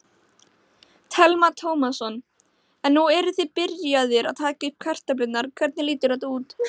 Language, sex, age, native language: Icelandic, male, 16, Icelandic